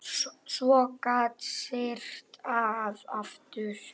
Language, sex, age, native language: Icelandic, male, 8, Icelandic